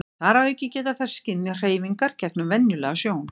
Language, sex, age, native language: Icelandic, female, 60-69, Icelandic